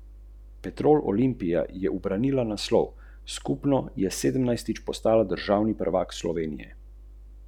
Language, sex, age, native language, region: Slovenian, male, 30-49, Slovenian, Central Slovenia